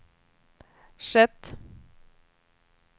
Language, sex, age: Swedish, female, 21